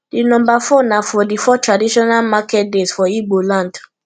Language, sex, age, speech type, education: Nigerian Pidgin, female, 15-29, spontaneous, tertiary